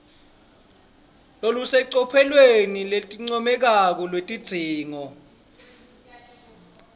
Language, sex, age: Swati, male, 26